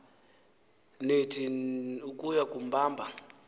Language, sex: Xhosa, male